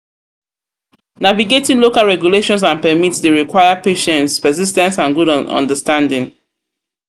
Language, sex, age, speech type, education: Nigerian Pidgin, female, 30-45, spontaneous, tertiary